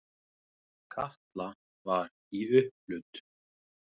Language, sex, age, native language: Icelandic, male, 30-39, Icelandic